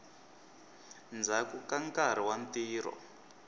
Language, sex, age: Tsonga, male, 23